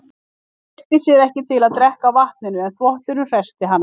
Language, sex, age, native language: Icelandic, female, 50-59, Icelandic